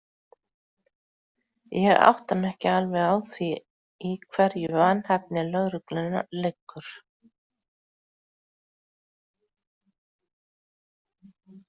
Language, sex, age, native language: Icelandic, female, 40-49, Icelandic